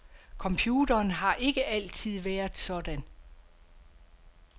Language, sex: Danish, female